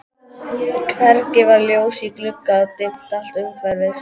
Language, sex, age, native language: Icelandic, male, 12, Icelandic